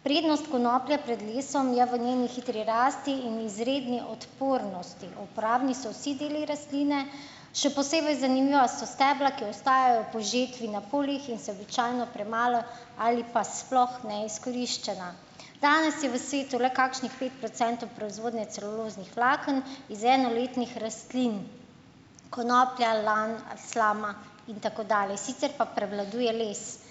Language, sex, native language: Slovenian, female, Slovenian